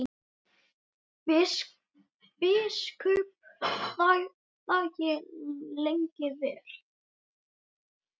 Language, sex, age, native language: Icelandic, male, 8, Icelandic